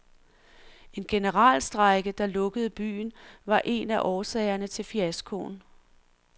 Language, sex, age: Danish, female, 46